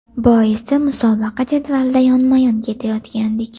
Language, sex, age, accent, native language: Uzbek, female, 18-24, Farg'ona, Uzbek